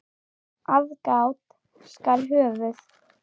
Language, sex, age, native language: Icelandic, female, 8, Icelandic